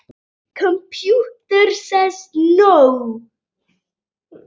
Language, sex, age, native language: Icelandic, female, 8, Icelandic